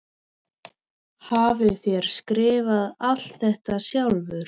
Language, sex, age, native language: Icelandic, female, 13, Icelandic